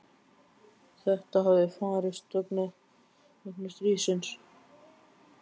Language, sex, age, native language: Icelandic, male, 12, Icelandic